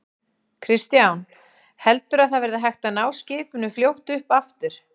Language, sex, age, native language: Icelandic, female, 40-49, Icelandic